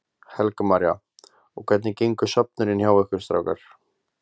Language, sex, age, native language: Icelandic, male, 20-29, Icelandic